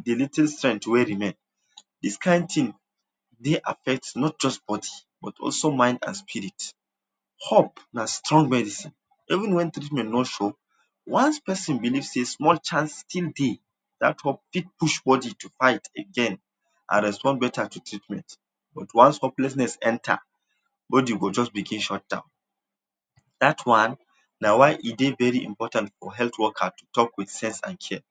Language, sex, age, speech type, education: Nigerian Pidgin, male, 15-29, spontaneous, tertiary